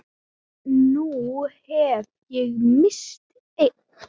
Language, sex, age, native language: Icelandic, female, 7, Icelandic